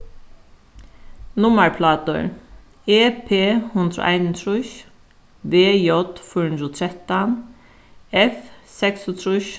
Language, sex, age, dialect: Faroese, female, 36-60, Suðuroy